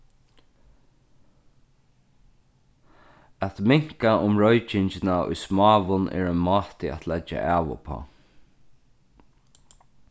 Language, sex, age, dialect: Faroese, male, 36-60, Norðurstreymoy/Eysturoy